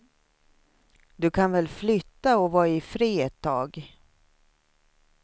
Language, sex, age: Swedish, female, 53